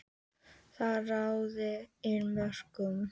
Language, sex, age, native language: Icelandic, female, 18-19, Icelandic